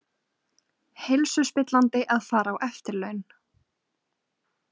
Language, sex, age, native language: Icelandic, female, 20-29, Icelandic